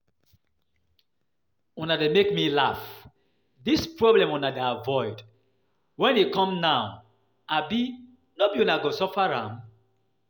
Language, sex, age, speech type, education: Nigerian Pidgin, male, 30-45, spontaneous, tertiary